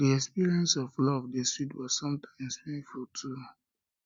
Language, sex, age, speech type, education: Nigerian Pidgin, male, 15-29, spontaneous, tertiary